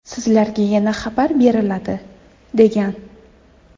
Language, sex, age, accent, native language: Uzbek, female, 19-29, Toshkent shahri, Uzbek